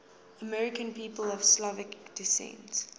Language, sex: English, female